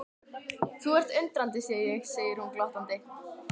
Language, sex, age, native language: Icelandic, female, 12, Icelandic